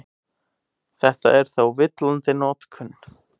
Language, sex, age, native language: Icelandic, male, 18-19, Icelandic